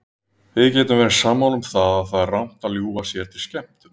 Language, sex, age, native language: Icelandic, male, 30-39, Icelandic